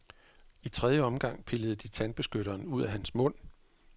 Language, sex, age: Danish, male, 41